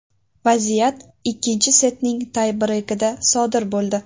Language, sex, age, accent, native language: Uzbek, female, 18-24, Sirdaryo, Uzbek